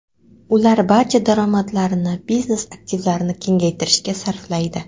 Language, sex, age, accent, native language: Uzbek, female, 18-24, Qoraqalpog'iston, Karakalpak